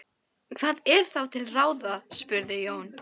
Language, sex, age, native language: Icelandic, female, 12, Icelandic